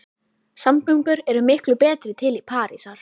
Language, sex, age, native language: Icelandic, female, 11, Icelandic